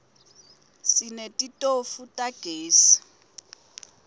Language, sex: Swati, female